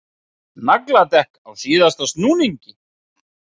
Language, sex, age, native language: Icelandic, male, 30-39, Icelandic